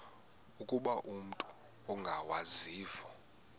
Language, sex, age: Xhosa, male, 18